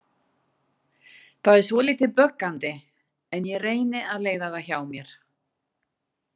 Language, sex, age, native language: Icelandic, female, 60-69, Icelandic